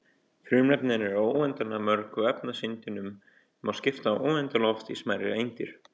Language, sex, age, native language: Icelandic, male, 18-19, Icelandic